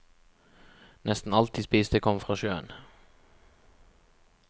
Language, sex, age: Norwegian, male, 36